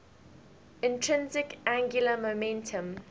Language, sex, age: English, female, 20